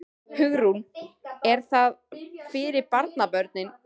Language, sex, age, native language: Icelandic, female, 13, Icelandic